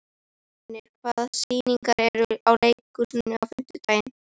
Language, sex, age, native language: Icelandic, female, 13, Icelandic